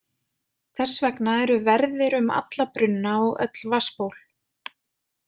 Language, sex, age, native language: Icelandic, female, 20-29, Icelandic